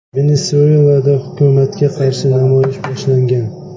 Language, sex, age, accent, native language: Uzbek, male, 25-34, Samarqand, Uzbek